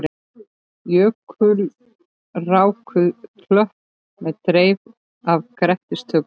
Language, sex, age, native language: Icelandic, female, 13, Icelandic